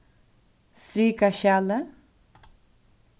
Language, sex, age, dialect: Faroese, female, 15-35, Suðurstreymoy